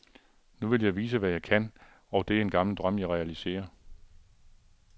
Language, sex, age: Danish, male, 42